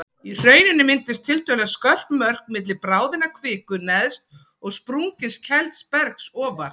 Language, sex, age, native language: Icelandic, female, 40-49, Icelandic